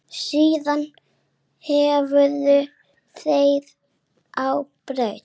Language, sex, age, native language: Icelandic, male, 8, Icelandic